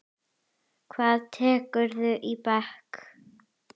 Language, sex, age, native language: Icelandic, female, 10, Icelandic